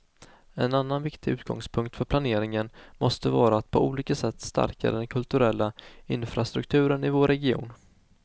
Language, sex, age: Swedish, male, 19